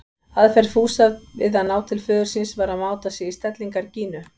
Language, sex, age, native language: Icelandic, female, 50-59, Icelandic